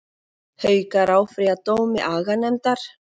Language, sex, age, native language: Icelandic, female, 40-49, Icelandic